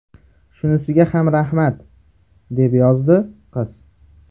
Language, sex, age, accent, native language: Uzbek, male, 18-24, Farg'ona, Uzbek